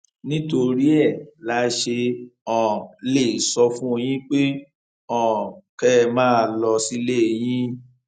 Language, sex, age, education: Yoruba, male, 30-45, tertiary